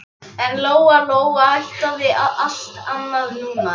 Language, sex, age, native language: Icelandic, female, 11, Icelandic